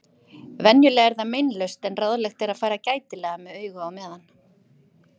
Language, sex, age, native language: Icelandic, female, 50-59, Icelandic